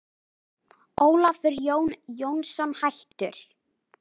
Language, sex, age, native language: Icelandic, female, 18-19, Icelandic